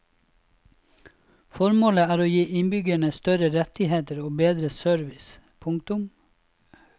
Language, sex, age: Norwegian, male, 26